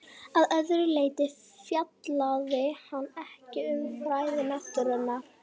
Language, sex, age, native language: Icelandic, female, 60-69, Icelandic